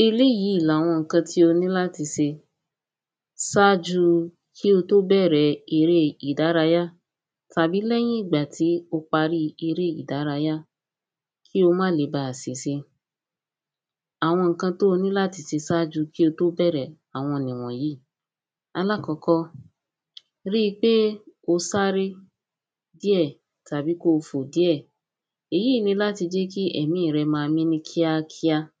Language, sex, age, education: Yoruba, female, 15-29, tertiary